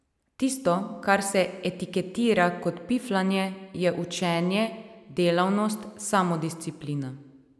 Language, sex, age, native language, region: Slovenian, female, 30-49, Slovenian, Savinja region